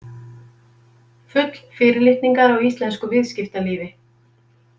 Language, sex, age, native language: Icelandic, female, 50-59, Icelandic